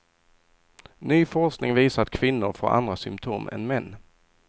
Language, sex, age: Swedish, male, 22